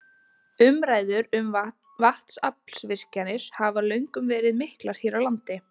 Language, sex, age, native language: Icelandic, female, 20-29, Icelandic